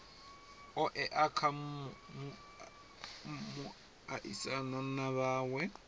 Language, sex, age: Venda, male, 20